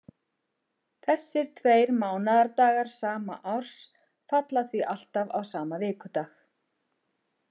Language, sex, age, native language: Icelandic, female, 50-59, Icelandic